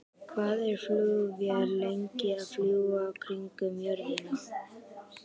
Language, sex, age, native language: Icelandic, female, 60-69, Icelandic